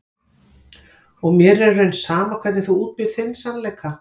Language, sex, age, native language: Icelandic, female, 50-59, Icelandic